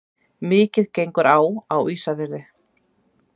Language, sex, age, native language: Icelandic, female, 30-39, Icelandic